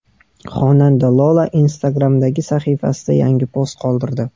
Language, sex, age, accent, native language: Uzbek, male, 18-24, Qashqadaryo, Uzbek